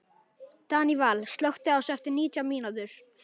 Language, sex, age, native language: Icelandic, male, 11, Icelandic